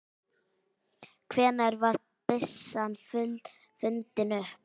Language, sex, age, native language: Icelandic, female, 9, Icelandic